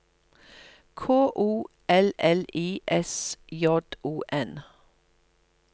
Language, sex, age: Norwegian, female, 57